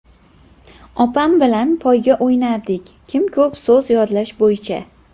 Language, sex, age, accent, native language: Uzbek, female, under 19, Farg'ona, Uzbek